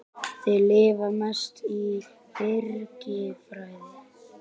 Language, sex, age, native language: Icelandic, male, 18-19, Icelandic